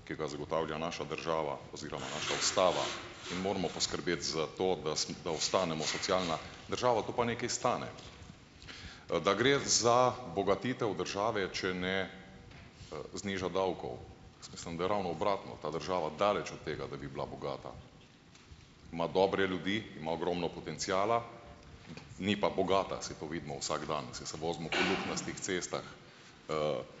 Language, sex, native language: Slovenian, male, Slovenian